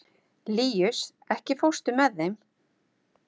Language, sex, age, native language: Icelandic, female, 50-59, Icelandic